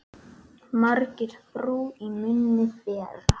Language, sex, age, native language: Icelandic, male, 8, Icelandic